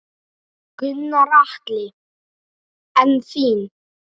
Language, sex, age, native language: Icelandic, male, 9, Icelandic